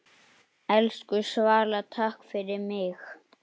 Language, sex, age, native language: Icelandic, male, 9, Icelandic